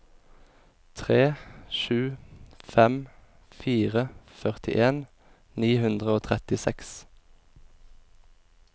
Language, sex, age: Norwegian, male, 24